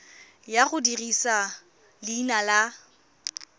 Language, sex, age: Tswana, female, 23